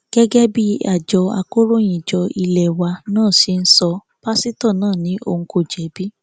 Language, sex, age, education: Yoruba, female, 15-29, tertiary